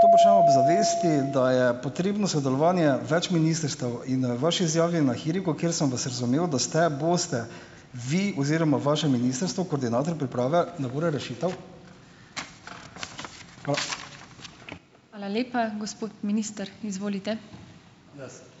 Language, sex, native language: Slovenian, male, Slovenian